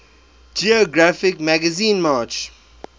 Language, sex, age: English, male, 23